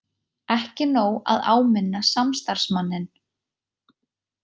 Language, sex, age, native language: Icelandic, female, 20-29, Icelandic